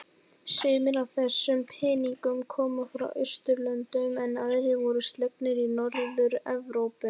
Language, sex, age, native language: Icelandic, male, 18-19, Icelandic